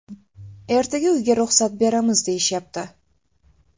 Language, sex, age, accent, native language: Uzbek, female, 18-24, Toshkent shahri, Uzbek